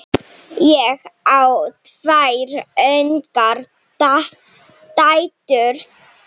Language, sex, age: Icelandic, female, 7